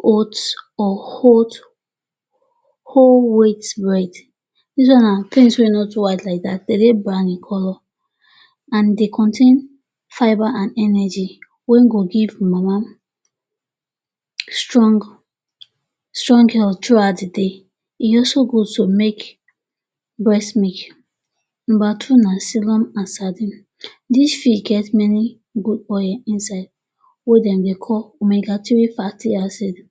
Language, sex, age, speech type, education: Nigerian Pidgin, female, 46-60, spontaneous, tertiary